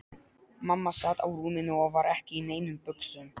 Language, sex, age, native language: Icelandic, male, 12, Polish